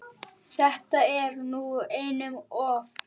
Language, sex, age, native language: Icelandic, male, 9, Icelandic